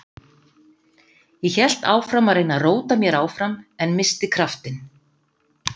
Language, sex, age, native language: Icelandic, female, 50-59, Icelandic